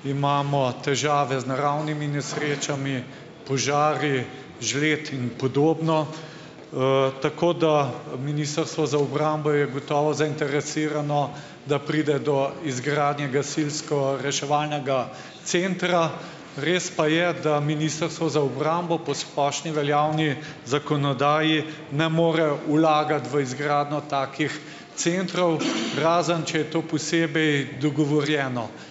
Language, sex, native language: Slovenian, male, Slovenian